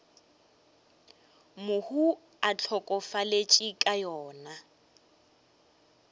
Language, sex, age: Northern Sotho, female, 23